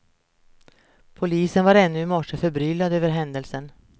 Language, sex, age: Swedish, female, 48